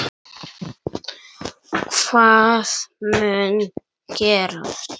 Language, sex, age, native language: Icelandic, male, 9, Icelandic